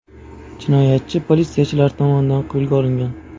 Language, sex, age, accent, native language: Uzbek, male, under 19, Buxoro, Uzbek